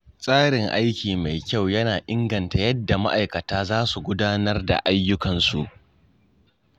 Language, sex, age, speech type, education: Hausa, male, 15-29, spontaneous, tertiary